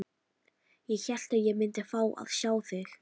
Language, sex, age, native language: Icelandic, female, 13, Icelandic